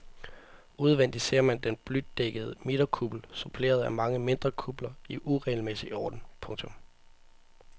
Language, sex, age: Danish, male, 18